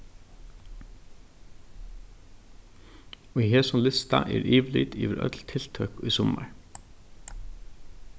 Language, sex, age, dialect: Faroese, male, 36-60, Norðurstreymoy/Eysturoy